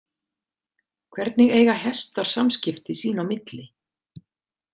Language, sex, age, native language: Icelandic, female, 50-59, Icelandic